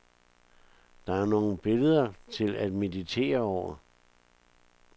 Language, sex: Danish, male